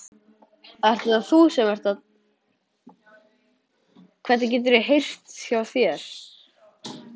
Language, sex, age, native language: Icelandic, male, 11, Icelandic